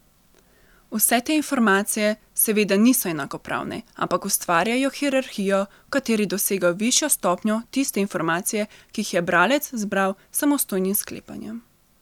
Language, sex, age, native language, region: Slovenian, female, 18-29, Slovenian, Central Slovenia